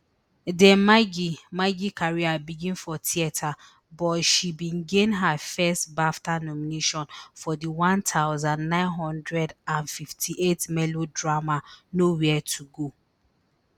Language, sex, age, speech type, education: Nigerian Pidgin, female, 30-45, spontaneous, tertiary